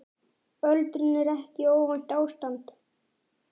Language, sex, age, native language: Icelandic, male, 9, Icelandic